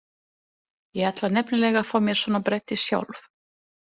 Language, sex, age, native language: Icelandic, female, 20-29, Italian